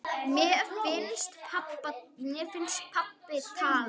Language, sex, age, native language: Icelandic, female, 9, Icelandic